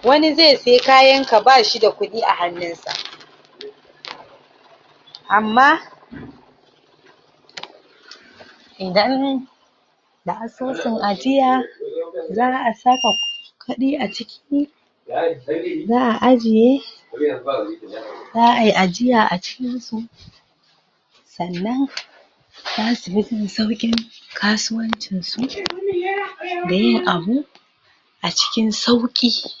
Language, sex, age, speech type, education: Hausa, male, 46-60, spontaneous, tertiary